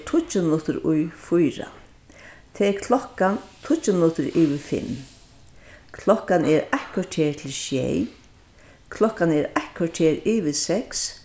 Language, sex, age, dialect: Faroese, female, 61+, Vágar